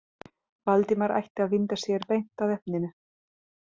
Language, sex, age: Icelandic, female, 30-39